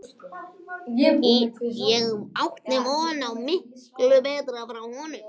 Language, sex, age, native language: Icelandic, other, 18-19, Icelandic